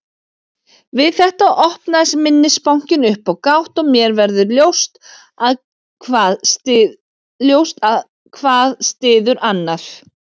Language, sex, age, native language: Icelandic, female, 40-49, Icelandic